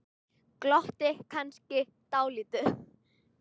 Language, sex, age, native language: Icelandic, female, 18-19, Icelandic